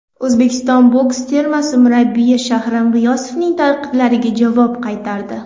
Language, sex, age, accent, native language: Uzbek, female, 19-29, Toshkent viloyati, Uzbek